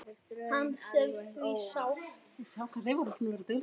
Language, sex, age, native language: Icelandic, female, 8, Icelandic